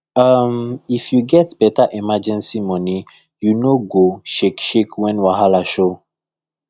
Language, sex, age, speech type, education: Nigerian Pidgin, male, 15-29, spontaneous, tertiary